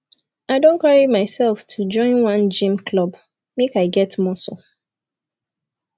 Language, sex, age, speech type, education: Nigerian Pidgin, female, 15-29, spontaneous, tertiary